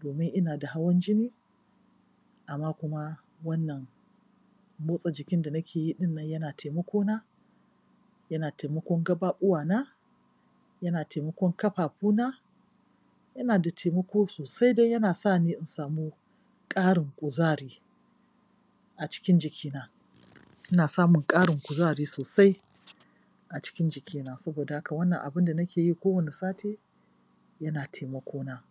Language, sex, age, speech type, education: Hausa, female, 46-60, spontaneous, tertiary